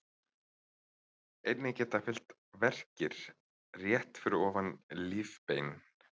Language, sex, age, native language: Icelandic, male, 30-39, Icelandic